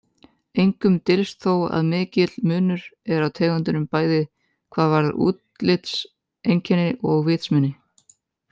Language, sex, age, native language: Icelandic, male, 18-19, Icelandic